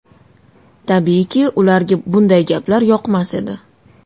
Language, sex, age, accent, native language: Uzbek, female, 19-29, Toshkent shahri, Uzbek